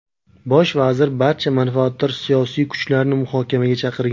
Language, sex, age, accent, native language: Uzbek, male, 19-29, Surxondaryo, Uzbek